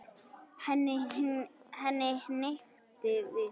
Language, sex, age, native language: Icelandic, female, 10, Icelandic